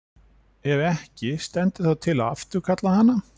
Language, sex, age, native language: Icelandic, male, 40-49, Icelandic